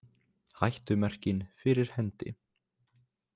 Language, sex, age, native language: Icelandic, male, 20-29, Icelandic